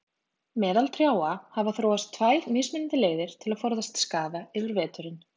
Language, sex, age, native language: Icelandic, female, 20-29, Icelandic